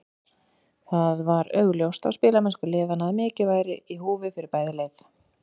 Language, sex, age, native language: Icelandic, female, 40-49, Icelandic